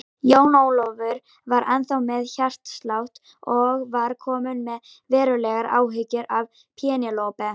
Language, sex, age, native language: Icelandic, female, 18-19, Icelandic